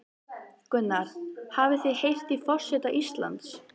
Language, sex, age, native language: Icelandic, female, 13, Icelandic